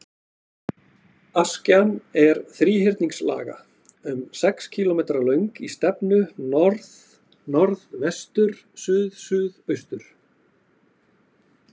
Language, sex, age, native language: Icelandic, male, 40-49, Icelandic